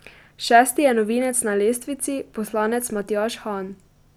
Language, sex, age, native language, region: Slovenian, female, 12-17, Slovenian, Pomurje region